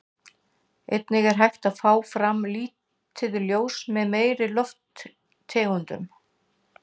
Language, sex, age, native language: Icelandic, female, 60-69, Icelandic